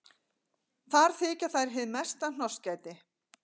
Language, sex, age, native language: Icelandic, female, 40-49, Icelandic